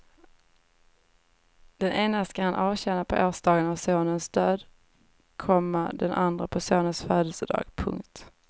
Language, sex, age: Swedish, female, 18